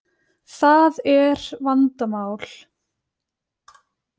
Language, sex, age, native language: Icelandic, female, 20-29, Icelandic